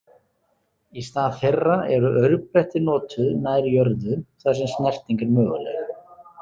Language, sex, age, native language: Icelandic, male, 30-39, Icelandic